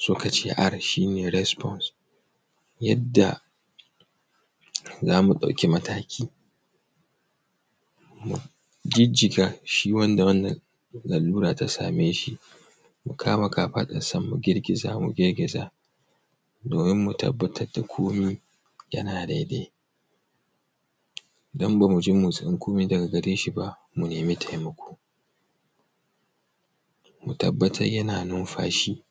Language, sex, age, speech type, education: Hausa, male, 15-29, spontaneous, tertiary